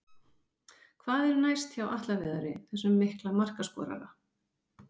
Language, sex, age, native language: Icelandic, female, 50-59, Icelandic